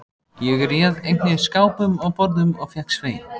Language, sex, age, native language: Icelandic, male, 14, Icelandic